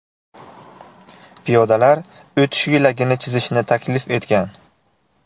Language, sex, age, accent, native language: Uzbek, male, 18-24, Navoiy, Uzbek